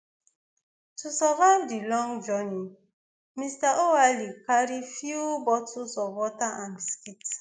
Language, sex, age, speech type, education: Nigerian Pidgin, female, 15-29, spontaneous, tertiary